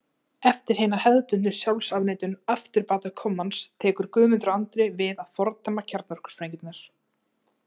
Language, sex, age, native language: Icelandic, female, 20-29, Icelandic